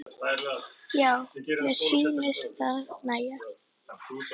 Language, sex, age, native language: Icelandic, female, 10, Icelandic